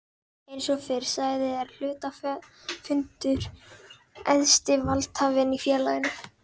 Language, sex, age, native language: Icelandic, female, 12, Icelandic